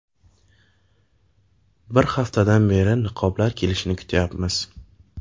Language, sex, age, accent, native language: Uzbek, male, 18-24, Navoiy, Uzbek